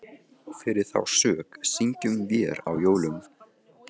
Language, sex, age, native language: Icelandic, male, 15, Icelandic